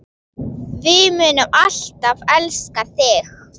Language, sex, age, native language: Icelandic, female, 9, Icelandic